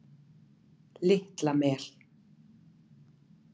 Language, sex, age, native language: Icelandic, female, 40-49, Icelandic